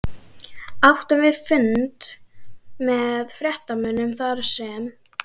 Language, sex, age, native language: Icelandic, female, 12, Icelandic